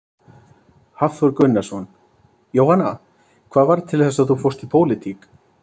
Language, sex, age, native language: Icelandic, male, 30-39, Icelandic